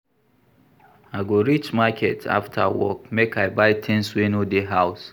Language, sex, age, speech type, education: Nigerian Pidgin, male, 46-60, read, tertiary